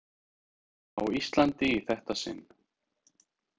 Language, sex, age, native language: Icelandic, male, 30-39, Icelandic